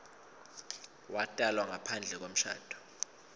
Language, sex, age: Swati, male, 22